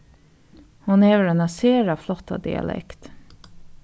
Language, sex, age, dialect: Faroese, female, 36-60, Norðuroyggjar